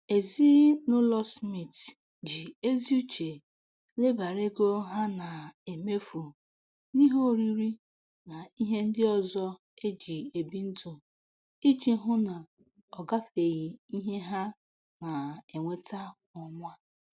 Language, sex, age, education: Igbo, female, 15-29, tertiary